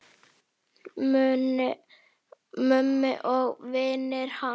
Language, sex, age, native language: Icelandic, male, 8, Icelandic